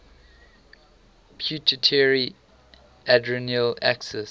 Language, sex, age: English, male, 18